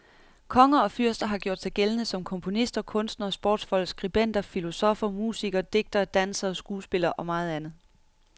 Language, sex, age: Danish, female, 31